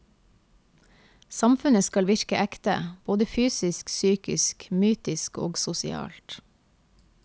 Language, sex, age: Norwegian, female, 28